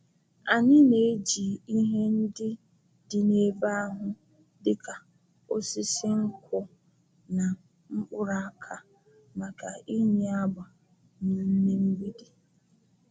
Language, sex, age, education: Igbo, female, 15-29, tertiary